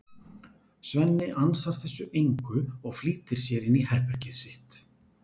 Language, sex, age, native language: Icelandic, male, 40-49, Icelandic